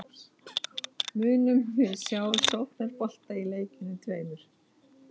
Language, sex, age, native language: Icelandic, female, 11, Icelandic